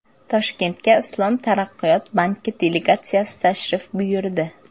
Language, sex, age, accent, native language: Uzbek, female, 18-24, Samarqand, Uzbek